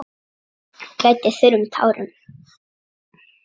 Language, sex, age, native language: Icelandic, female, 9, Icelandic